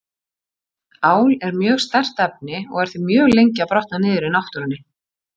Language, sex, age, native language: Icelandic, female, 40-49, Icelandic